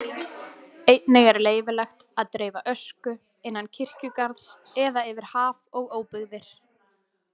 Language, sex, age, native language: Icelandic, female, 20-29, Icelandic